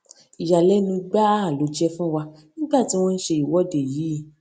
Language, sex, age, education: Yoruba, female, 15-29, tertiary